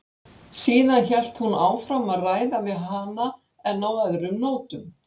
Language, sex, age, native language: Icelandic, female, 60-69, Icelandic